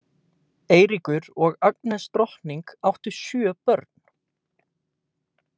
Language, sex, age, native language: Icelandic, male, 18-19, Icelandic